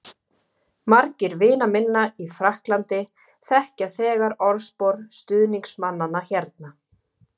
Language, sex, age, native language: Icelandic, female, 30-39, Icelandic